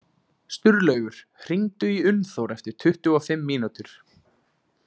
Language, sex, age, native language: Icelandic, male, 20-29, Icelandic